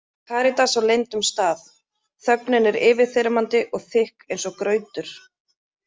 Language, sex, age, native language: Icelandic, female, 30-39, Icelandic